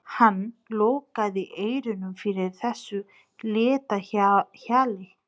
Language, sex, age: Icelandic, female, 30-39